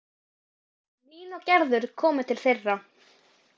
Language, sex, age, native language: Icelandic, female, 12, Icelandic